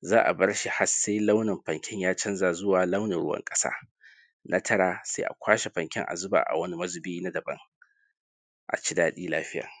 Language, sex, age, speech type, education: Hausa, male, 30-45, spontaneous, tertiary